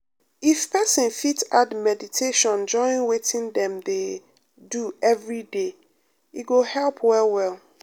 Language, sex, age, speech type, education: Nigerian Pidgin, female, 30-45, spontaneous, tertiary